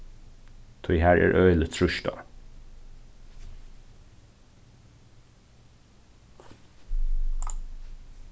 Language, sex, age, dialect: Faroese, male, 15-35, Suðurstreymoy